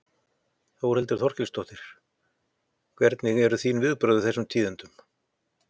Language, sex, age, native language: Icelandic, male, 50-59, Icelandic